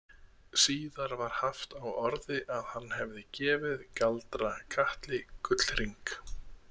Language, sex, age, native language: Icelandic, male, 30-39, Icelandic